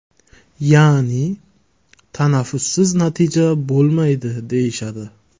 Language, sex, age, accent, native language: Uzbek, male, 19-29, Jizzax, Uzbek